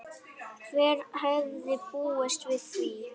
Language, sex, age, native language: Icelandic, male, 8, Icelandic